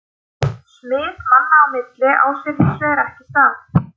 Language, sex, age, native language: Icelandic, female, 30-39, Icelandic